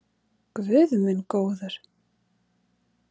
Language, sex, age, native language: Icelandic, female, 30-39, Icelandic